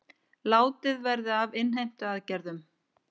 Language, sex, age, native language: Icelandic, female, 50-59, Icelandic